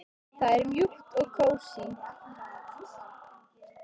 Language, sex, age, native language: Icelandic, female, 18-19, Icelandic